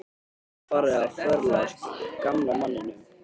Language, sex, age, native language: Icelandic, male, 13, Icelandic